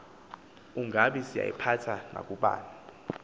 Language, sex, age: Xhosa, male, 24